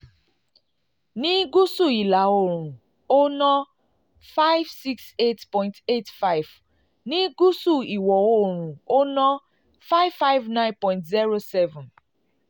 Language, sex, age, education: Yoruba, female, 30-45, tertiary